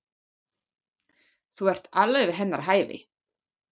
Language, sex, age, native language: Icelandic, female, 40-49, German